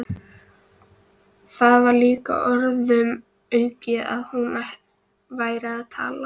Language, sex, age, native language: Icelandic, female, 13, Icelandic